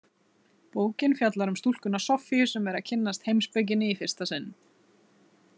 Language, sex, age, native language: Icelandic, female, 30-39, Icelandic